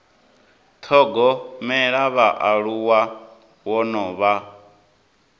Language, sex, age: Venda, male, 19